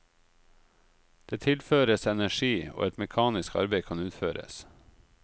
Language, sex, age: Norwegian, male, 38